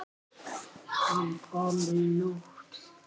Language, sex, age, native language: Icelandic, male, 8, Icelandic